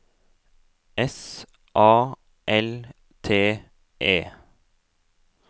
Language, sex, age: Norwegian, male, 18